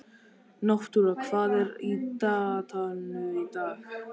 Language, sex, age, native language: Icelandic, male, 13, Icelandic